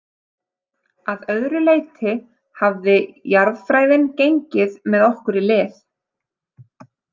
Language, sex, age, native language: Icelandic, female, 30-39, Icelandic